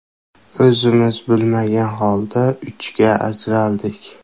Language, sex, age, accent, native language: Uzbek, male, 18-24, Andijon, Uzbek